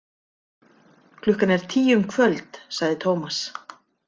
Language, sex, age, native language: Icelandic, female, 50-59, Icelandic